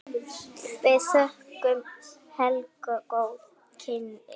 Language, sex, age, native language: Icelandic, female, 8, Icelandic